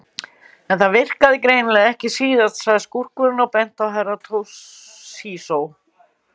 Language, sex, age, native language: Icelandic, female, 60-69, Icelandic